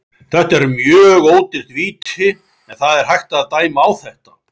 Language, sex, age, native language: Icelandic, male, 40-49, Icelandic